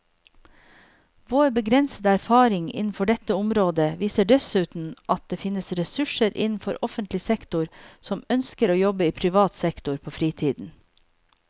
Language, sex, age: Norwegian, female, 48